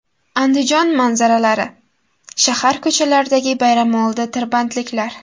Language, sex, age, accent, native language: Uzbek, female, 18-24, Buxoro, Uzbek